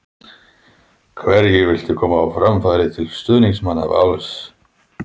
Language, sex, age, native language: Icelandic, male, 30-39, Icelandic